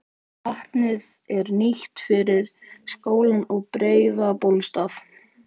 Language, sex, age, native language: Icelandic, male, 14, Icelandic